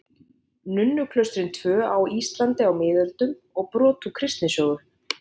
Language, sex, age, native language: Icelandic, female, 50-59, Icelandic